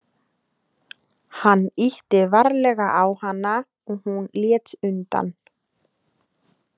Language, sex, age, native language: Icelandic, female, 20-29, Icelandic